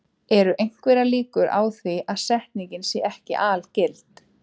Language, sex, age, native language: Icelandic, female, 20-29, Icelandic